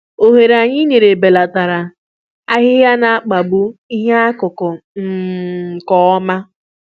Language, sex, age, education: Igbo, female, 15-29, tertiary